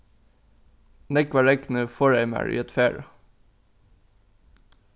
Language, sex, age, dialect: Faroese, male, 15-35, Norðuroyggjar